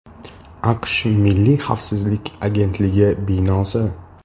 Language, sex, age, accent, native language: Uzbek, male, 18-24, Toshkent shahri, Uzbek